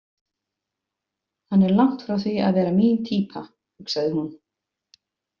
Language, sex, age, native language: Icelandic, female, 50-59, Icelandic